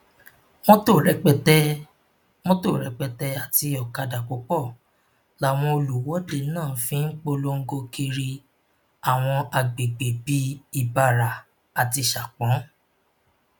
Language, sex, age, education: Yoruba, male, 15-29, tertiary